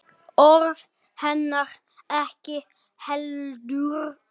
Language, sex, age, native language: Icelandic, male, 10, Icelandic